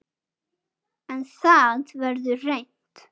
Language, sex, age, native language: Icelandic, male, 9, Icelandic